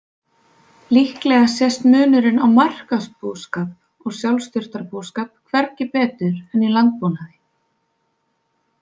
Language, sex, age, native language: Icelandic, female, 20-29, Icelandic